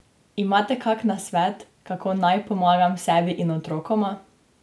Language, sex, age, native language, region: Slovenian, female, 18-29, Slovenian, Drava region